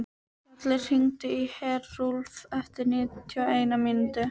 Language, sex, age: Icelandic, female, 12